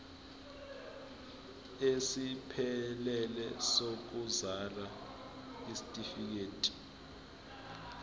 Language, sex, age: Zulu, male, 20